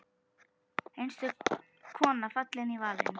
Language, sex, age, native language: Icelandic, female, 10, Icelandic